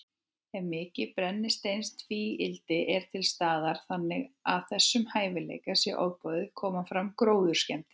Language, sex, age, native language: Icelandic, female, 18-19, Icelandic